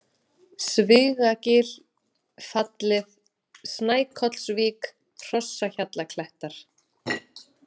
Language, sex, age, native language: Icelandic, female, 30-39, Icelandic